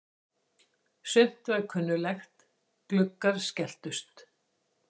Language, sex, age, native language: Icelandic, female, 60-69, Icelandic